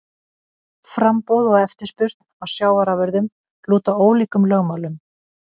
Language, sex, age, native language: Icelandic, female, 50-59, Icelandic